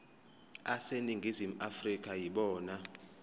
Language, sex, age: Zulu, male, 25